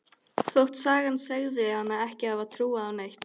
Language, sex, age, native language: Icelandic, female, 13, Icelandic